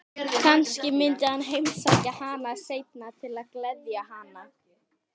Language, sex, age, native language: Icelandic, female, 12, Icelandic